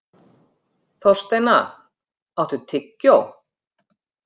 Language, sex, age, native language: Icelandic, female, 50-59, Icelandic